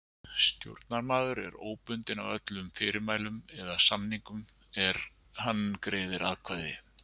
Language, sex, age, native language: Icelandic, male, 50-59, Icelandic